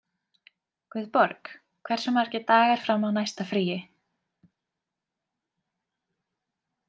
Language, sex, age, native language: Icelandic, female, 20-29, Icelandic